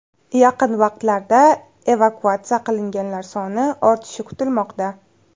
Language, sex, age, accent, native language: Uzbek, female, 18-24, Navoiy, Uzbek